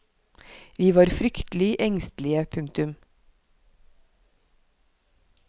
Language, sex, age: Norwegian, female, 43